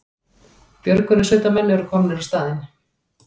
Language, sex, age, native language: Icelandic, female, 40-49, Icelandic